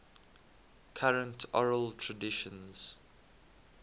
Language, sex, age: English, male, 21